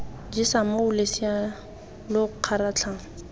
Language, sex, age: Tswana, female, 19